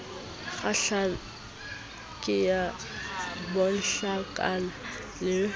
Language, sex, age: Southern Sotho, female, 20